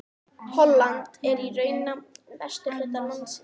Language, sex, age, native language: Icelandic, female, 18-19, Icelandic